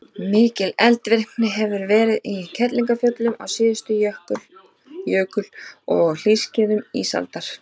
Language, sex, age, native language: Icelandic, female, 30-39, Icelandic